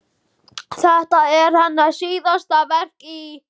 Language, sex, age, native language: Icelandic, male, 14, Icelandic